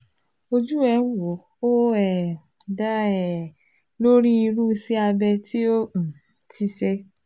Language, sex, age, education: Yoruba, female, 15-29, tertiary